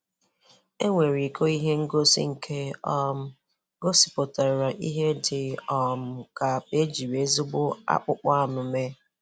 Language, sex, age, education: Igbo, female, 15-29, tertiary